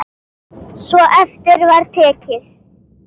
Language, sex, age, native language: Icelandic, female, 8, Icelandic